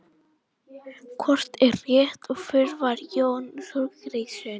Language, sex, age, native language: Icelandic, female, 18-19, Icelandic